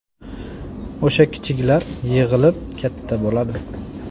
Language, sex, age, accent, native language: Uzbek, male, 18-24, Namangan, Uzbek